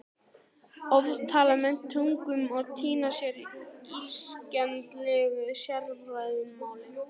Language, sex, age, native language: Icelandic, male, 12, Icelandic